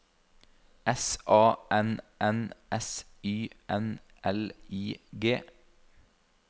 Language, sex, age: Norwegian, male, 32